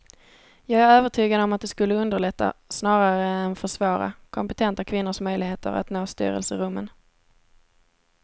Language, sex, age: Swedish, female, 17